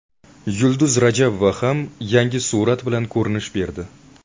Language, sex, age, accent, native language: Uzbek, male, 19-29, Buxoro, Uzbek